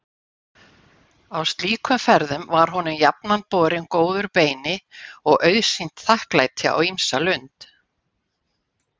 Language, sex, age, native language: Icelandic, female, 60-69, Icelandic